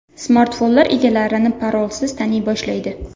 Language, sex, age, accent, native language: Uzbek, female, under 19, Namangan, Uzbek